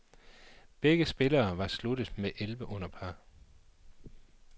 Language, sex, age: Danish, male, 39